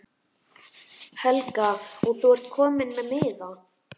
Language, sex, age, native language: Icelandic, male, 11, Icelandic